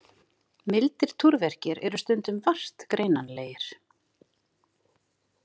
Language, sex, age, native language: Icelandic, female, 50-59, Icelandic